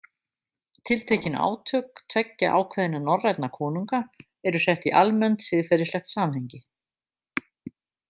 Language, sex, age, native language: Icelandic, female, 50-59, Icelandic